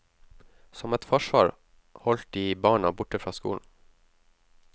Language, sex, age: Norwegian, male, 19